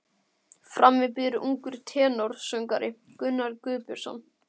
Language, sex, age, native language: Icelandic, male, 12, Icelandic